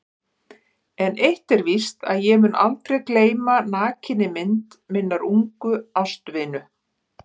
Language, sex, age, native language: Icelandic, female, 50-59, Icelandic